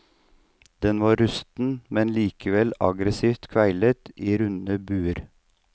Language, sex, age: Norwegian, male, 39